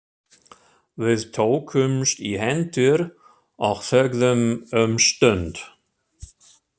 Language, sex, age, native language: Icelandic, male, 60-69, German